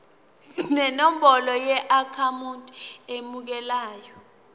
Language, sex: Zulu, female